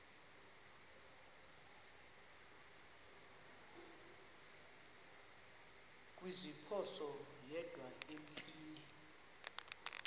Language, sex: Xhosa, female